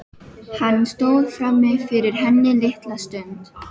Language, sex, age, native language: Icelandic, female, 12, Filipino